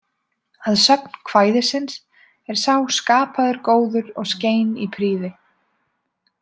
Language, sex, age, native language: Icelandic, female, 20-29, Icelandic